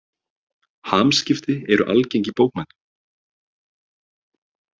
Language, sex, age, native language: Icelandic, male, 30-39, Icelandic